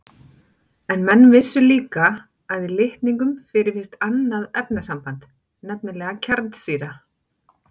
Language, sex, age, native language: Icelandic, female, 40-49, Icelandic